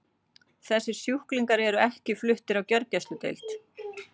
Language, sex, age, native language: Icelandic, female, 40-49, Icelandic